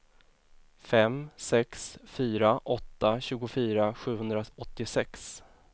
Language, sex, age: Swedish, male, 24